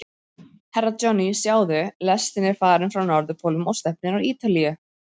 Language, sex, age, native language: Icelandic, female, 30-39, Icelandic